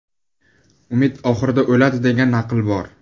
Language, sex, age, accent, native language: Uzbek, male, 18-24, Buxoro, Uzbek